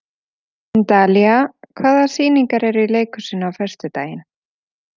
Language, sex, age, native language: Icelandic, female, 40-49, Icelandic